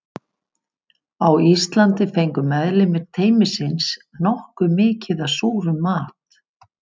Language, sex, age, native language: Icelandic, female, 50-59, Icelandic